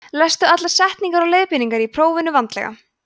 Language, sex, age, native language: Icelandic, female, 20-29, Icelandic